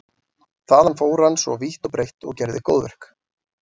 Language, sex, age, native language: Icelandic, male, 40-49, Icelandic